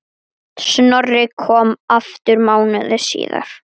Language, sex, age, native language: Icelandic, female, 9, Icelandic